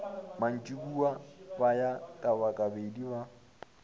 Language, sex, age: Northern Sotho, male, 20